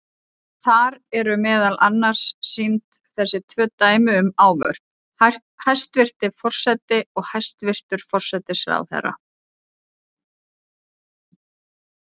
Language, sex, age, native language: Icelandic, female, 30-39, Icelandic